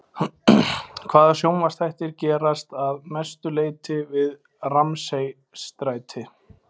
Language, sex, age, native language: Icelandic, male, 20-29, Icelandic